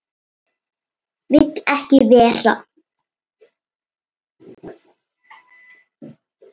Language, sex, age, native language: Icelandic, female, 8, Icelandic